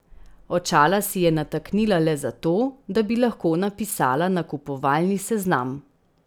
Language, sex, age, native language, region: Slovenian, female, 30-49, Slovenian, Central Slovenia